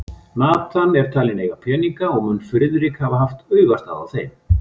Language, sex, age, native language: Icelandic, male, 50-59, Icelandic